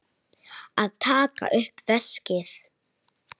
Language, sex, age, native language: Icelandic, female, 8, Icelandic